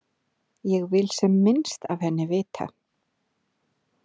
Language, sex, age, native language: Icelandic, female, 30-39, Icelandic